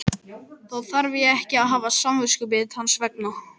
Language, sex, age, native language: Icelandic, male, 11, Icelandic